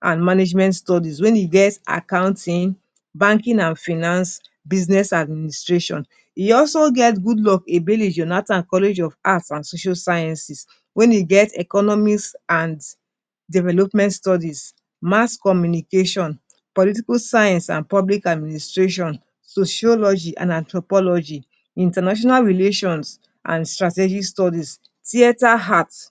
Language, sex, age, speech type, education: Nigerian Pidgin, female, 46-60, spontaneous, tertiary